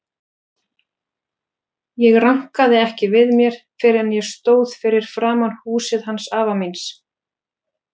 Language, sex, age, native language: Icelandic, female, 40-49, Icelandic